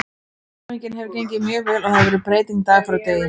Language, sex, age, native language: Icelandic, female, 30-39, Icelandic